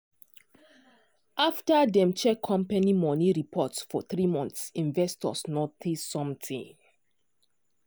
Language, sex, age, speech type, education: Nigerian Pidgin, female, 15-29, spontaneous, tertiary